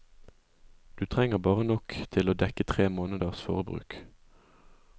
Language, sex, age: Norwegian, male, 20